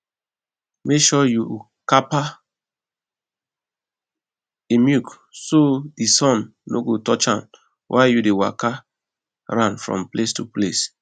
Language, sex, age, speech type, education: Nigerian Pidgin, male, 15-29, spontaneous, secondary